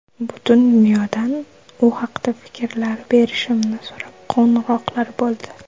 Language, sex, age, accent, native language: Uzbek, female, under 19, Surxondaryo, Uzbek